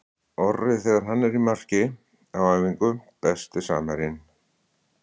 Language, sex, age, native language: Icelandic, male, 60-69, Icelandic